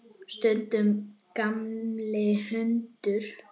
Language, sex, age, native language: Icelandic, female, 9, Icelandic